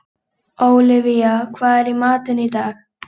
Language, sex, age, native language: Icelandic, female, 18-19, Icelandic